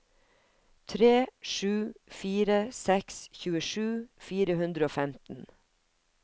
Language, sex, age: Norwegian, female, 50